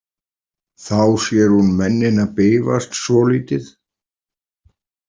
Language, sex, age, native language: Icelandic, male, 40-49, Icelandic